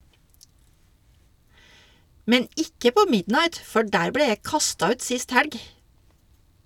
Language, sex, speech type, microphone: Norwegian, female, read, Shure